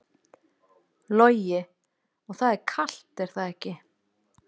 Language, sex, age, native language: Icelandic, female, 40-49, Icelandic